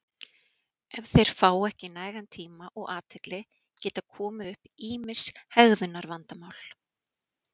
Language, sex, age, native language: Icelandic, female, 40-49, Icelandic